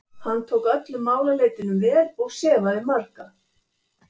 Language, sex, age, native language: Icelandic, female, 70-79, Icelandic